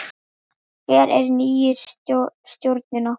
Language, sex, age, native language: Icelandic, male, 10, Icelandic